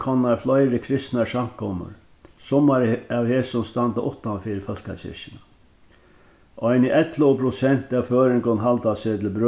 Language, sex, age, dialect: Faroese, male, 61+, Norðurstreymoy/Eysturoy